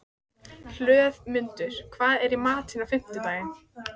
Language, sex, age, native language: Icelandic, female, 14, Icelandic